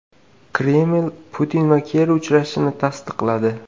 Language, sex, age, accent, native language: Uzbek, male, 18-24, Qashqadaryo, Uzbek